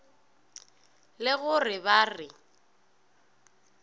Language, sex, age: Northern Sotho, female, 24